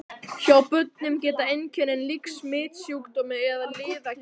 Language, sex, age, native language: Icelandic, male, 11, Icelandic